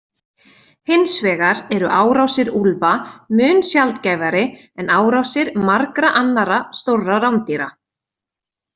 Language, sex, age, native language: Icelandic, female, 20-29, Icelandic